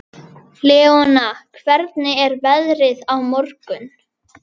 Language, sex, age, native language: Icelandic, female, 11, Icelandic